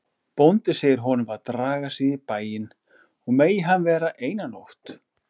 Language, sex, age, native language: Icelandic, male, 40-49, Icelandic